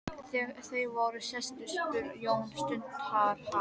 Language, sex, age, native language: Icelandic, female, 12, Icelandic